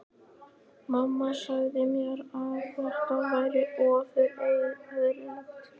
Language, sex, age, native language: Icelandic, male, 11, Icelandic